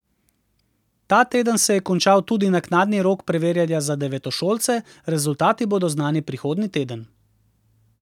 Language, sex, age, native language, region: Slovenian, male, 30-49, Slovenian, Central Slovenia